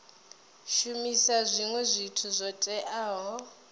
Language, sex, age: Venda, female, 20